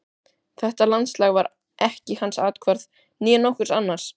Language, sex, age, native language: Icelandic, male, 12, Icelandic